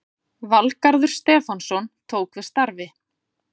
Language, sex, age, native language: Icelandic, female, 40-49, Icelandic